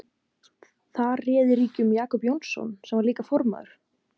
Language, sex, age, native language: Icelandic, female, 20-29, Icelandic